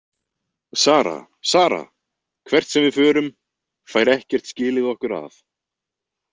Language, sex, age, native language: Icelandic, male, 20-29, Icelandic